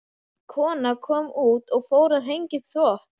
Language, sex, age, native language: Icelandic, male, 11, Icelandic